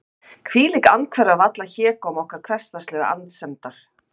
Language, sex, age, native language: Icelandic, female, 50-59, Icelandic